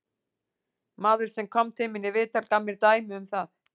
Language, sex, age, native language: Icelandic, female, 40-49, Icelandic